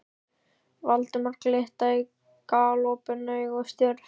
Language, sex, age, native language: Icelandic, male, 13, Icelandic